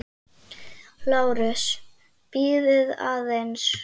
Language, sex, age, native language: Icelandic, female, 8, Icelandic